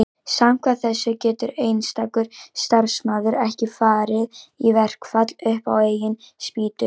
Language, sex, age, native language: Icelandic, female, 18-19, Icelandic